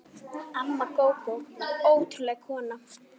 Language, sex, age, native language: Icelandic, female, 9, Icelandic